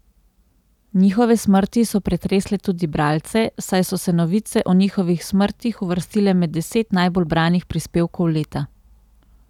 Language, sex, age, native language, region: Slovenian, female, 30-49, Slovenian, Central Slovenia